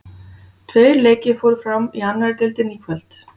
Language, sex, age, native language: Icelandic, female, 40-49, Icelandic